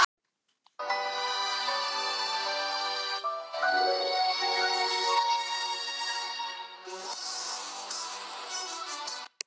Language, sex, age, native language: Icelandic, male, 12, Icelandic